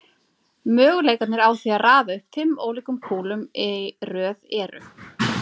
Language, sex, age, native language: Icelandic, female, 30-39, Icelandic